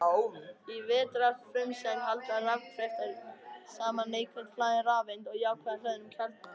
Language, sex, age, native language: Icelandic, male, 18-19, Icelandic